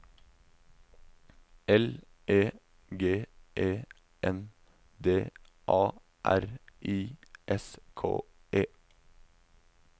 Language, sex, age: Norwegian, male, 19